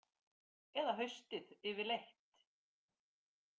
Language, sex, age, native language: Icelandic, female, 50-59, Icelandic